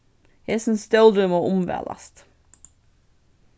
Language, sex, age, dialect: Faroese, female, 15-35, Vágar